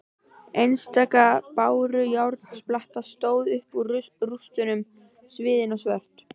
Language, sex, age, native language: Icelandic, female, 12, Icelandic